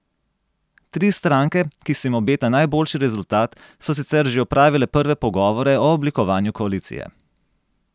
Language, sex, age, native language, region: Slovenian, male, 30-49, Slovenian, Gorenjska region